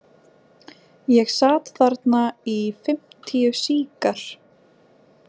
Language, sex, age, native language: Icelandic, female, 20-29, Icelandic